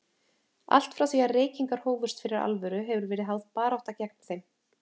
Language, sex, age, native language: Icelandic, female, 30-39, Icelandic